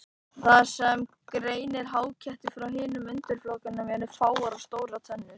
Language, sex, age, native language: Icelandic, male, 18-19, Icelandic